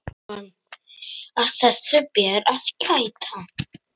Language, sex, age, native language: Icelandic, male, 9, Icelandic